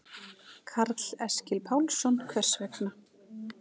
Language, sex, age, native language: Icelandic, female, 40-49, Icelandic